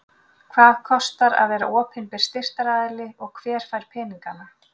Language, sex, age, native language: Icelandic, female, 40-49, Icelandic